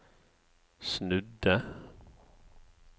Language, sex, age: Norwegian, male, 54